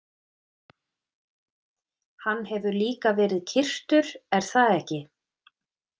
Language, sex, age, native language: Icelandic, female, 30-39, Icelandic